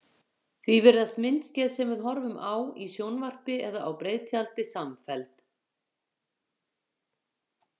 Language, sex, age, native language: Icelandic, female, 50-59, Icelandic